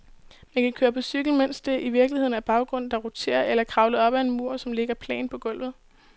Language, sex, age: Danish, female, 18